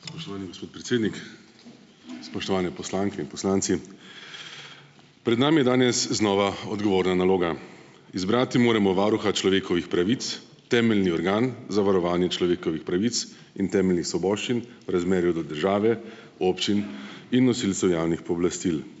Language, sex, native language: Slovenian, male, Slovenian